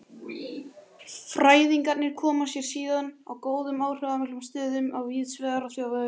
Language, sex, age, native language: Icelandic, male, 18-19, Icelandic